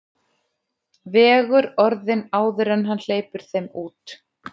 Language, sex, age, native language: Icelandic, male, 11, Icelandic